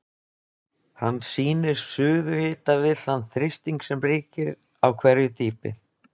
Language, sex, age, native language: Icelandic, male, 20-29, Icelandic